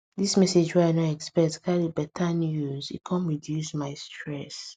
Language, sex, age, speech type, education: Nigerian Pidgin, female, 15-29, spontaneous, secondary